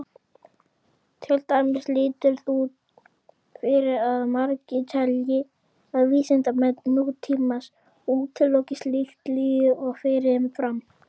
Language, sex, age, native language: Icelandic, female, 30-39, Icelandic